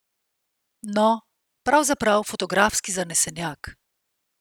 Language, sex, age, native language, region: Slovenian, female, 50-59, Slovenian, Central Slovenia